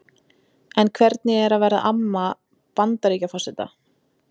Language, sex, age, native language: Icelandic, female, 20-29, Icelandic